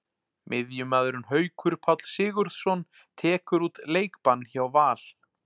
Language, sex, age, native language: Icelandic, male, 40-49, Icelandic